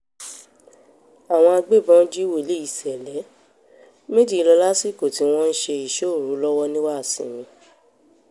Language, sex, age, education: Yoruba, female, 15-29, tertiary